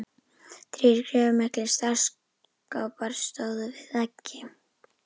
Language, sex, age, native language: Icelandic, female, 11, Icelandic